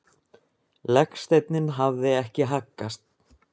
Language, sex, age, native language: Icelandic, male, 20-29, Icelandic